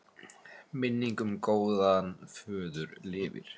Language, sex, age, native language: Icelandic, female, 9, Icelandic